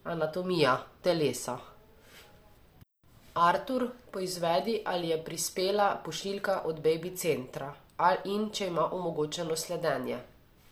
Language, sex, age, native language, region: Slovenian, female, 18-29, Slovenian, Savinja region